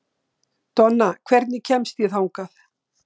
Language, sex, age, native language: Icelandic, female, 60-69, Icelandic